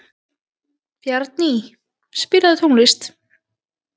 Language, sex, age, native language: Icelandic, female, 20-29, Icelandic